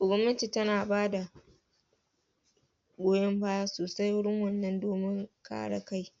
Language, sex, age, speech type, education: Hausa, female, 15-29, spontaneous, tertiary